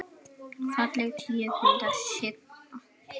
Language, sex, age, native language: Icelandic, female, 9, Icelandic